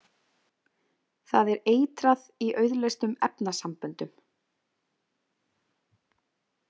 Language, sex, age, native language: Icelandic, female, 20-29, Icelandic